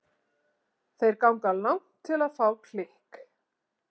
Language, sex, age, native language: Icelandic, female, 40-49, Icelandic